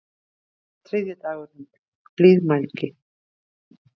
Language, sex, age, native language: Icelandic, female, 60-69, Icelandic